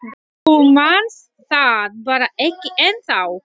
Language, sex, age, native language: Icelandic, female, 40-49, Latvian